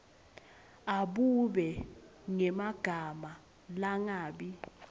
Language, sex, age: Swati, female, 20